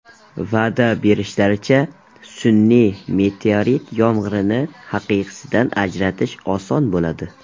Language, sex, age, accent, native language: Uzbek, male, 18-24, Surxondaryo, Uzbek